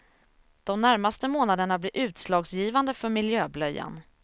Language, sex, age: Swedish, female, 27